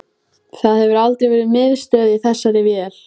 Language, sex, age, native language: Icelandic, female, 14, Icelandic